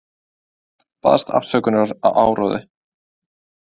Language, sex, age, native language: Icelandic, male, 20-29, Icelandic